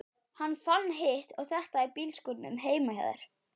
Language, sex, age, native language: Icelandic, male, 12, Icelandic